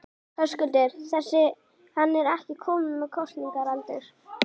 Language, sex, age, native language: Icelandic, female, 11, Icelandic